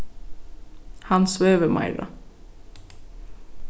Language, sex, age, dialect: Faroese, female, 15-35, Suðurstreymoy